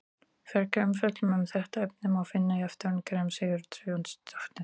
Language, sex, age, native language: Icelandic, female, 40-49, Icelandic